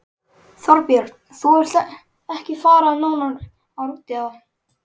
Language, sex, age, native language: Icelandic, male, 11, Icelandic